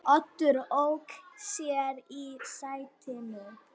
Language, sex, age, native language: Icelandic, female, 9, Icelandic